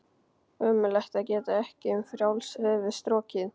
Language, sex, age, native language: Icelandic, male, 12, Icelandic